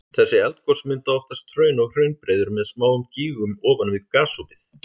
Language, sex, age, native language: Icelandic, male, 30-39, Icelandic